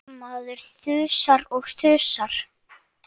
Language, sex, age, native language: Icelandic, male, 7, Icelandic